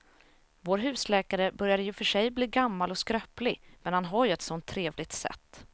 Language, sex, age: Swedish, female, 27